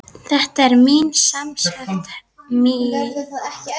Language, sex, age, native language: Icelandic, female, 10, Icelandic